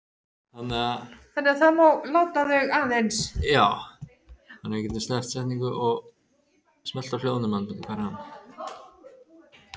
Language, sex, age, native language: Icelandic, male, 30-39, Icelandic